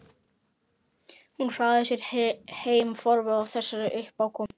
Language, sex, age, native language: Icelandic, male, 11, Icelandic